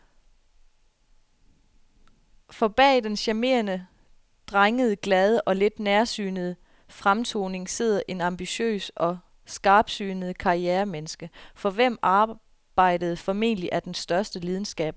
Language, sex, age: Danish, female, 33